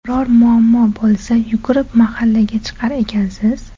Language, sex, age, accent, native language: Uzbek, female, 18-24, Toshkent shahri, Uzbek